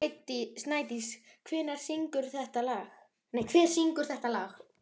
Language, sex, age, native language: Icelandic, male, 11, Icelandic